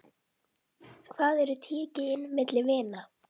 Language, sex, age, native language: Icelandic, female, 11, Icelandic